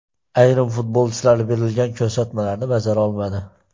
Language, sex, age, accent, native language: Uzbek, male, 18-24, Xorazm, Uzbek